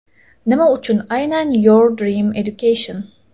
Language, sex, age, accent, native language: Uzbek, female, 18-24, Toshkent shahri, Uzbek